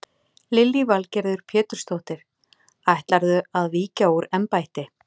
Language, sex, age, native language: Icelandic, female, 40-49, Icelandic